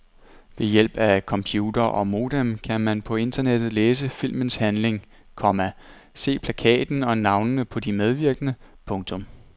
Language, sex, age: Danish, male, 29